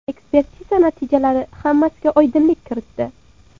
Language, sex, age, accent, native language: Uzbek, female, 18-24, Surxondaryo, Uzbek